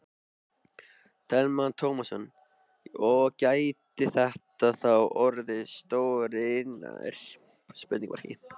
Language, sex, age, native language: Icelandic, male, 13, Icelandic